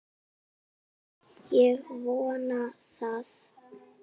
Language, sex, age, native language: Icelandic, female, 6, Icelandic